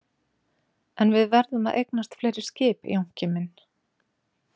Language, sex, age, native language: Icelandic, female, 40-49, Icelandic